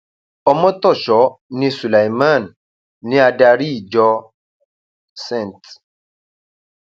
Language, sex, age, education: Yoruba, male, 30-45, tertiary